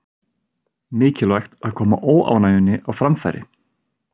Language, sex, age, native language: Icelandic, male, 30-39, Icelandic